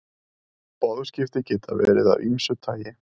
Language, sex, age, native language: Icelandic, male, 30-39, Icelandic